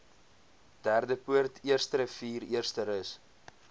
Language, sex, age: Afrikaans, male, 22